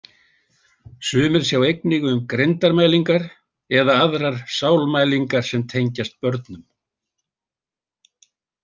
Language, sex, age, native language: Icelandic, male, 80-89, Icelandic